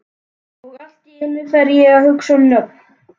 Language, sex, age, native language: Icelandic, male, 11, Icelandic